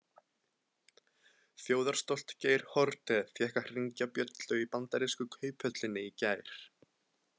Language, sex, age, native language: Icelandic, male, 20-29, Icelandic